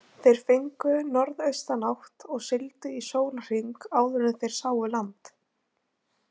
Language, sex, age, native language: Icelandic, female, 20-29, Icelandic